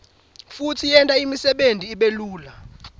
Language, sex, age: Swati, male, 18